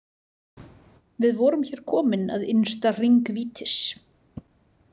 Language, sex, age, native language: Icelandic, female, 30-39, Icelandic